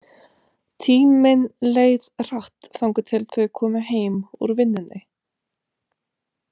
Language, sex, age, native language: Icelandic, female, 30-39, Romanian